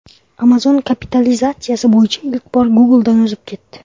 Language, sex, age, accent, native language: Uzbek, male, under 19, Toshkent viloyati, Uzbek